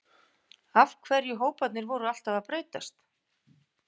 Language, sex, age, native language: Icelandic, female, 50-59, Icelandic